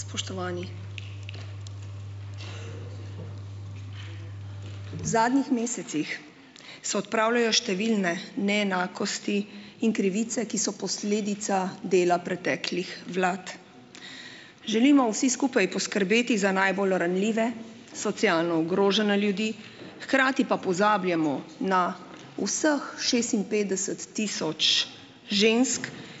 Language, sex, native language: Slovenian, female, Slovenian